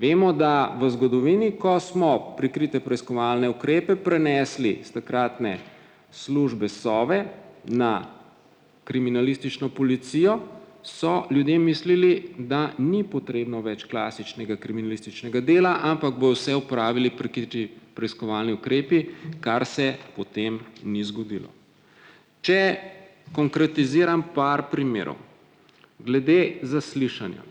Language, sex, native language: Slovenian, male, Slovenian